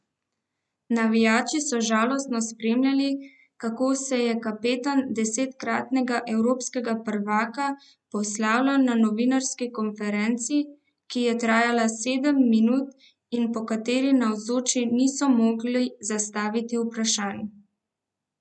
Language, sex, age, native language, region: Slovenian, female, 18-29, Slovenian, Central Slovenia